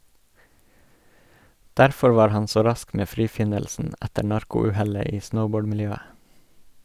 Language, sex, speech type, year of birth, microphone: Norwegian, male, read, 1986, Sennheiser